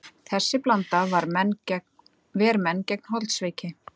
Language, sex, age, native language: Icelandic, female, 30-39, Icelandic